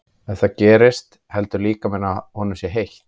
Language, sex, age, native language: Icelandic, male, 30-39, Icelandic